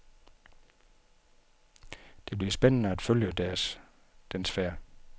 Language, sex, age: Danish, male, 51